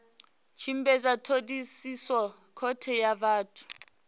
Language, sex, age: Venda, female, 28